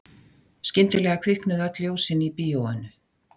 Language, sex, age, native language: Icelandic, female, 60-69, Icelandic